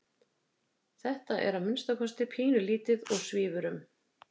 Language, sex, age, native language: Icelandic, female, 50-59, Icelandic